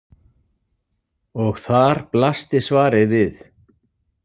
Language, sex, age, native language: Icelandic, male, 40-49, Icelandic